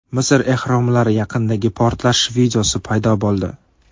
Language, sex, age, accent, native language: Uzbek, male, 18-24, Qoraqalpog'iston, Karakalpak